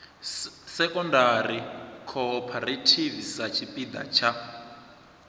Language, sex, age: Venda, male, 27